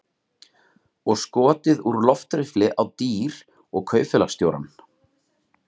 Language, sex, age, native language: Icelandic, male, 30-39, Icelandic